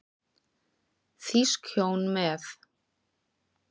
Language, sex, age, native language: Icelandic, female, 40-49, Icelandic